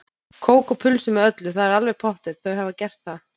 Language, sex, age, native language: Icelandic, female, 30-39, Icelandic